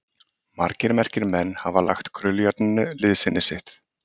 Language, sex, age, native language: Icelandic, male, 30-39, Icelandic